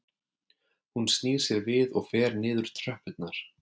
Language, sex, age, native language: Icelandic, male, 30-39, Icelandic